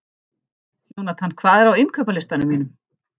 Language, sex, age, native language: Icelandic, female, 14, Icelandic